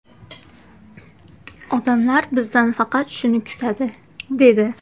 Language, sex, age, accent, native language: Uzbek, female, 18-24, Qashqadaryo, Uzbek